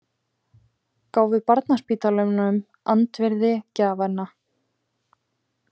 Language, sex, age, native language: Icelandic, female, 20-29, Icelandic